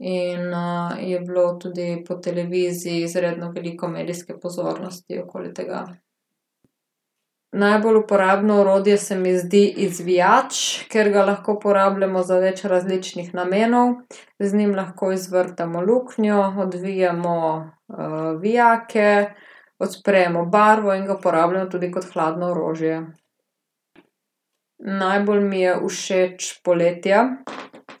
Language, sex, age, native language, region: Slovenian, female, 18-29, Slovenian, Gorica region